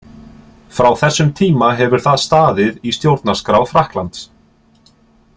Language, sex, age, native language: Icelandic, male, 30-39, Icelandic